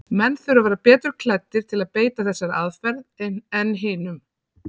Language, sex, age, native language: Icelandic, female, 40-49, Icelandic